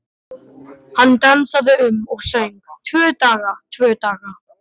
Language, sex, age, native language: Icelandic, male, 12, Icelandic